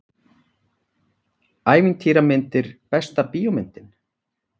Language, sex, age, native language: Icelandic, male, 40-49, Icelandic